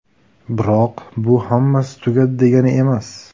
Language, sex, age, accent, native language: Uzbek, male, 18-24, Buxoro, Uzbek